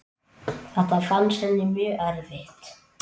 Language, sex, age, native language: Icelandic, male, 8, Icelandic